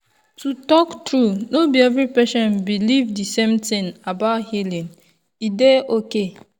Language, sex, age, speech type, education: Nigerian Pidgin, female, 15-29, spontaneous, tertiary